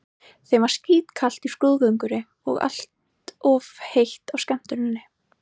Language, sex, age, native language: Icelandic, female, 18-19, Icelandic